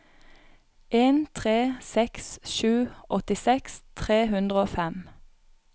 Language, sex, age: Norwegian, female, 31